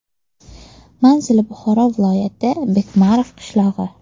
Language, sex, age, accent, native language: Uzbek, female, 18-24, Toshkent viloyati, Uzbek